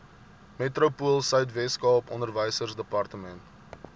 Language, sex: Afrikaans, male